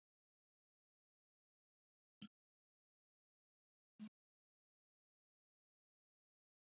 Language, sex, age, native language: Icelandic, female, 50-59, Icelandic